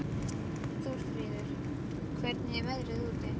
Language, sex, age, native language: Icelandic, female, 12, Icelandic